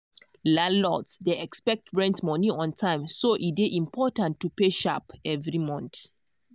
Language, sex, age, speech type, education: Nigerian Pidgin, female, 15-29, spontaneous, tertiary